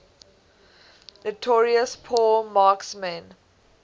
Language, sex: English, female